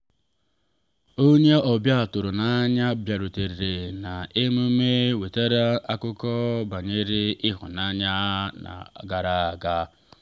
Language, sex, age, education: Igbo, male, 30-45, tertiary